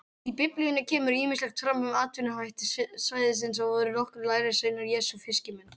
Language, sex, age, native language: Icelandic, female, 18-19, Icelandic